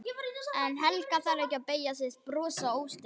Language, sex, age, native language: Icelandic, male, 11, Icelandic